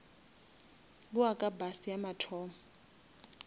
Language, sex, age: Northern Sotho, female, 27